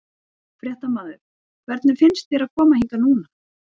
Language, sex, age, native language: Icelandic, female, 40-49, Icelandic